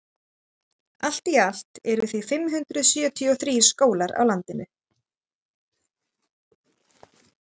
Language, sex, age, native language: Icelandic, female, 30-39, Icelandic